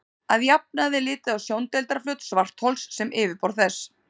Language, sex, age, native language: Icelandic, female, 30-39, Icelandic